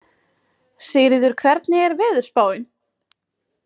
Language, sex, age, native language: Icelandic, female, 50-59, Icelandic